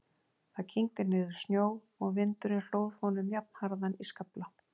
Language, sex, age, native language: Icelandic, female, 40-49, Icelandic